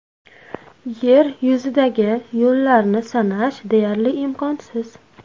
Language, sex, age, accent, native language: Uzbek, female, 18-24, Namangan, Uzbek